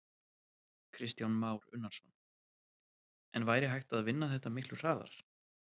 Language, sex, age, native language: Icelandic, male, 30-39, Icelandic